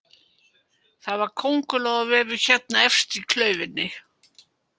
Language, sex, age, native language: Icelandic, female, 70-79, Icelandic